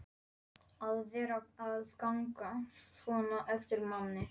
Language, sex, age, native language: Icelandic, male, 11, Polish